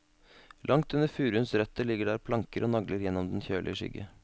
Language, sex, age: Norwegian, male, 32